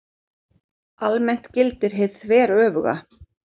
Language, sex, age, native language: Icelandic, female, 40-49, Icelandic